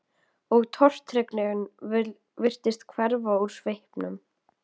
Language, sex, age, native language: Icelandic, female, 12, Icelandic